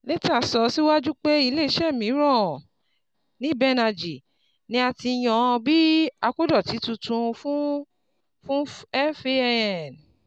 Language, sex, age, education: Yoruba, female, 30-45, tertiary